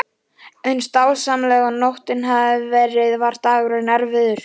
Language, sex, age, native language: Icelandic, male, 11, Icelandic